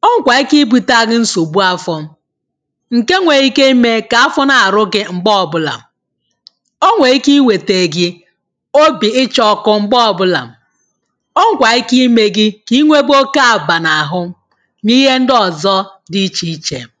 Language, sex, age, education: Igbo, female, 15-29, tertiary